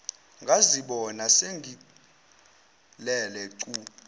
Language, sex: Zulu, male